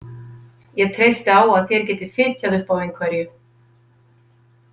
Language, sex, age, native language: Icelandic, female, 50-59, Icelandic